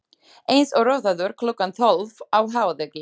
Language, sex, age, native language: Icelandic, female, 20-29, Slovak